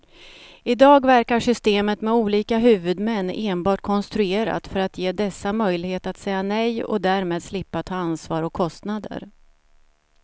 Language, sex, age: Swedish, female, 47